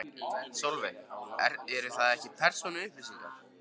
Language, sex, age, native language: Icelandic, male, 15, Icelandic